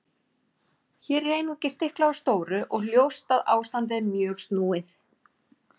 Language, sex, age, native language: Icelandic, female, 40-49, Icelandic